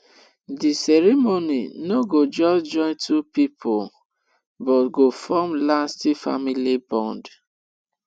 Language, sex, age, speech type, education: Nigerian Pidgin, female, 15-29, spontaneous, tertiary